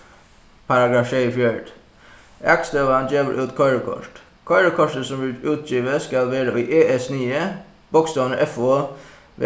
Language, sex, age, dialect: Faroese, male, 15-35, Suðuroy